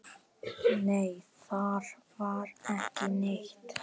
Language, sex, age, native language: Icelandic, male, 10, Icelandic